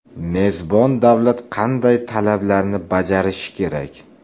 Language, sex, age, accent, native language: Uzbek, male, 25-34, Farg'ona, Uzbek